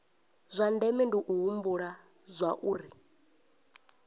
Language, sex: Venda, female